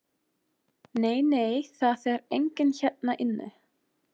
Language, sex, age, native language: Icelandic, female, 20-29, German